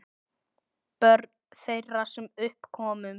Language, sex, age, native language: Icelandic, male, 10, Icelandic